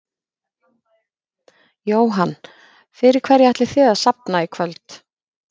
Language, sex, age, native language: Icelandic, female, 50-59, Icelandic